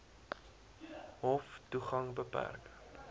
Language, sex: Afrikaans, male